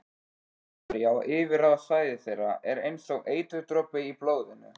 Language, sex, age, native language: Icelandic, male, 13, Icelandic